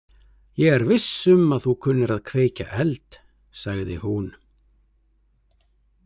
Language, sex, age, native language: Icelandic, male, 30-39, Icelandic